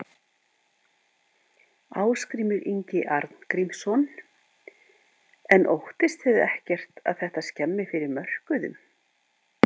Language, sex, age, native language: Icelandic, female, 50-59, Icelandic